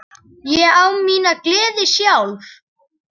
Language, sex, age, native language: Icelandic, male, 10, Icelandic